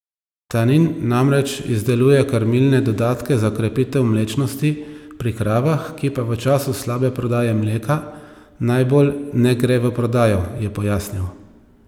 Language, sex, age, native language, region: Slovenian, male, 30-49, Slovenian, Savinja region